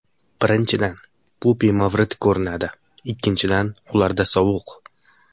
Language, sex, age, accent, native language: Uzbek, male, 18-24, Samarqand, Uzbek